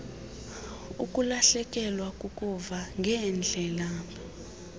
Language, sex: Xhosa, female